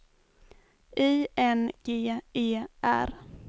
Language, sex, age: Swedish, female, 24